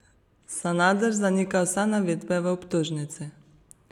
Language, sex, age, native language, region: Slovenian, female, 30-49, Slovenian, Savinja region